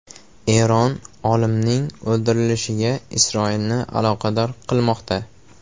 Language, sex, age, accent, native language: Uzbek, male, 12-17, Toshkent viloyati, Uzbek